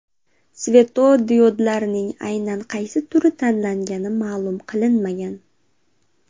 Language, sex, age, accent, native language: Uzbek, female, 18-24, Andijon, Uzbek